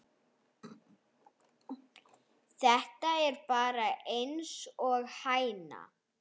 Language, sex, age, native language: Icelandic, female, 9, Icelandic